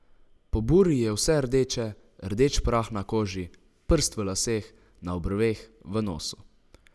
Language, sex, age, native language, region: Slovenian, male, 18-29, Slovenian, Savinja region